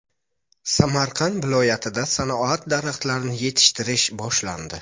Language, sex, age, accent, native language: Uzbek, male, 25-34, Buxoro, Uzbek